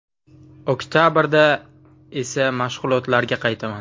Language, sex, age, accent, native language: Uzbek, male, 18-24, Buxoro, Uzbek